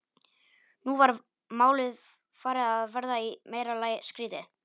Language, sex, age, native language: Icelandic, male, 18-19, Polish